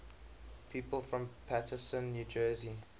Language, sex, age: English, male, 20